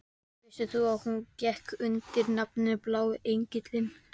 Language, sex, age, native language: Icelandic, male, 12, Icelandic